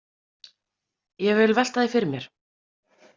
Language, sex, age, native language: Icelandic, female, 30-39, Icelandic